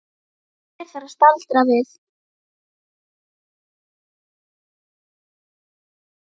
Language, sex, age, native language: Icelandic, female, 10, Icelandic